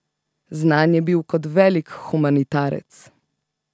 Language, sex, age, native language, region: Slovenian, female, 18-29, Slovenian, Central Slovenia